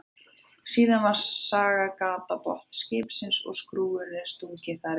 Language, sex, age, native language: Icelandic, female, 30-39, Icelandic